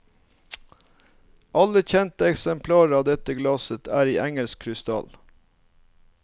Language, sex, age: Norwegian, male, 39